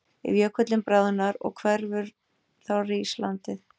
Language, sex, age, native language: Icelandic, female, 40-49, Icelandic